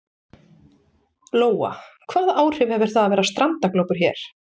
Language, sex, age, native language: Icelandic, female, 40-49, Icelandic